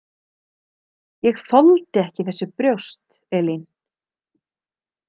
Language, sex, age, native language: Icelandic, female, 30-39, Icelandic